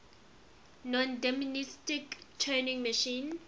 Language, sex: English, female